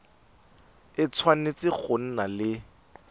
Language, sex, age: Tswana, male, 18